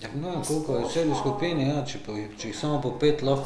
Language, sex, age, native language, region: Slovenian, male, 50-59, Slovenian, Drava region